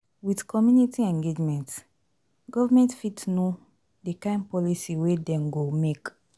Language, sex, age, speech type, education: Nigerian Pidgin, female, 30-45, spontaneous, tertiary